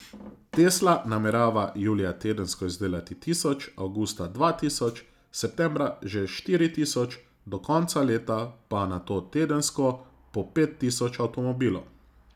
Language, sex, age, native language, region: Slovenian, male, 30-49, Slovenian, Zasavska region